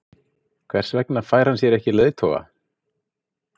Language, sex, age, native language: Icelandic, male, 50-59, Icelandic